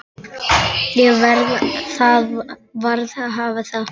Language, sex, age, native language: Icelandic, male, 10, Icelandic